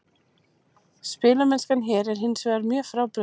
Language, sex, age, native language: Icelandic, female, 30-39, Icelandic